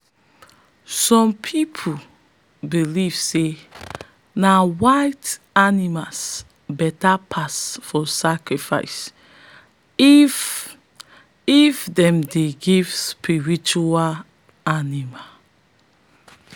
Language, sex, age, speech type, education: Nigerian Pidgin, female, 30-45, spontaneous, tertiary